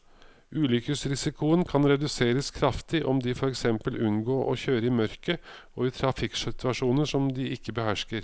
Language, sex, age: Norwegian, male, 55